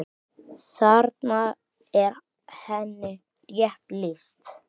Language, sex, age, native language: Icelandic, male, 9, Icelandic